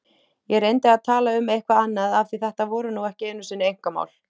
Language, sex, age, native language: Icelandic, female, 18-19, Icelandic